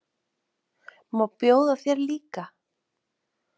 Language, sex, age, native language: Icelandic, female, 30-39, Icelandic